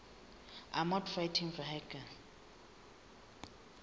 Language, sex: Southern Sotho, female